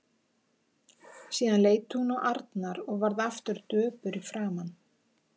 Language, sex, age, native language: Icelandic, female, 50-59, Icelandic